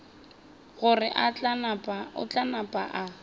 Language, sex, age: Northern Sotho, female, 30